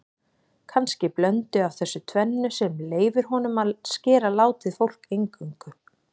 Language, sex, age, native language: Icelandic, female, 40-49, Icelandic